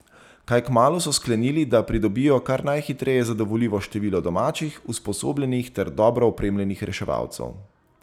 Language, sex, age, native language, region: Slovenian, male, 30-49, Slovenian, Zasavska region